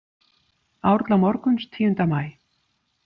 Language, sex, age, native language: Icelandic, female, 50-59, Icelandic